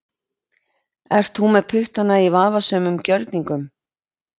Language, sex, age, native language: Icelandic, female, 20-29, Icelandic